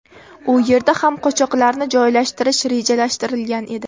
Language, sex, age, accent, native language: Uzbek, female, 18-24, Namangan, Uzbek